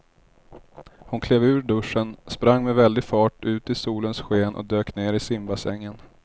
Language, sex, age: Swedish, male, 30